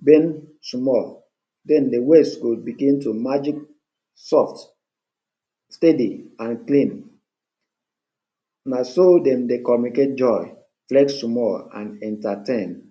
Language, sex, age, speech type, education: Nigerian Pidgin, male, 30-45, spontaneous, tertiary